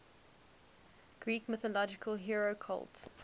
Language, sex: English, female